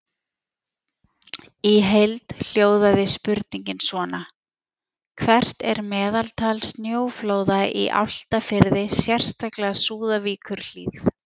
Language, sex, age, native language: Icelandic, female, 40-49, Icelandic